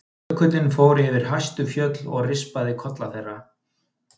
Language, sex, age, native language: Icelandic, male, 30-39, Icelandic